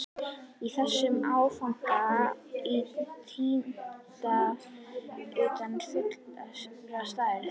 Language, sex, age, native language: Icelandic, female, 11, Icelandic